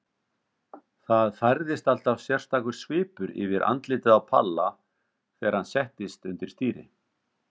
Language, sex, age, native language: Icelandic, male, 50-59, Icelandic